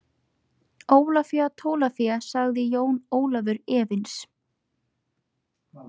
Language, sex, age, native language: Icelandic, female, 20-29, Icelandic